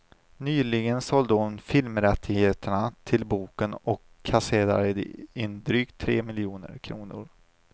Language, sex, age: Swedish, male, 25